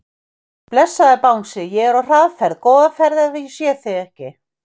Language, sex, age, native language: Icelandic, female, 50-59, Icelandic